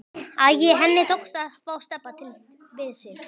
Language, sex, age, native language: Icelandic, male, 12, Icelandic